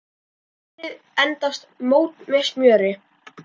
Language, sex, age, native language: Icelandic, male, 10, Icelandic